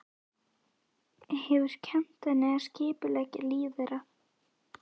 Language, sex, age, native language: Icelandic, female, 11, Icelandic